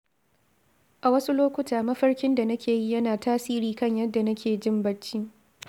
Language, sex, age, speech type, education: Hausa, female, 15-29, read, secondary